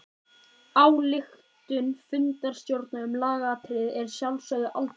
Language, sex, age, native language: Icelandic, male, 11, Icelandic